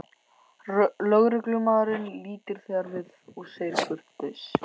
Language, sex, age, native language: Icelandic, male, 14, Icelandic